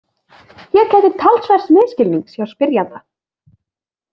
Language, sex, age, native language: Icelandic, female, 20-29, Icelandic